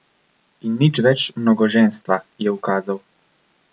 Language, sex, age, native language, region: Slovenian, male, 18-29, Slovenian, Coastal Karst region